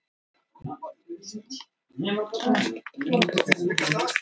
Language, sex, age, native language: Icelandic, female, 18-19, Icelandic